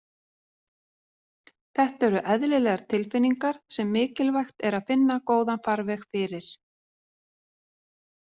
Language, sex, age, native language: Icelandic, female, 40-49, Icelandic